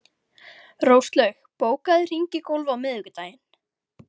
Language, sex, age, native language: Icelandic, female, 13, Icelandic